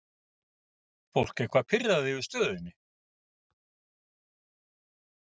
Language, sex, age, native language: Icelandic, male, 50-59, Icelandic